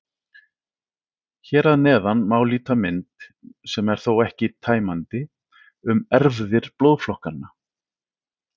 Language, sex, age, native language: Icelandic, male, 40-49, Icelandic